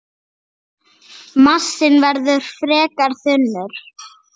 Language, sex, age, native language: Icelandic, female, 8, Icelandic